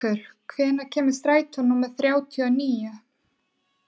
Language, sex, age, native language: Icelandic, female, 20-29, Icelandic